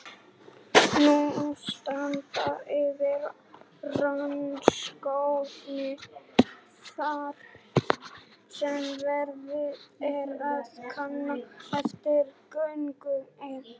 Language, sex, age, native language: Icelandic, male, 18-19, Icelandic